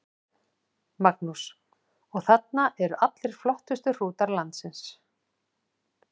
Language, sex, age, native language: Icelandic, female, 40-49, Icelandic